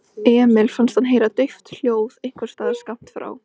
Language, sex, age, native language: Icelandic, female, 13, Icelandic